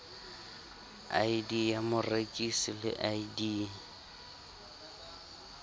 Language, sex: Southern Sotho, male